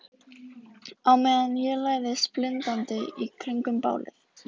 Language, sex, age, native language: Icelandic, female, 14, Icelandic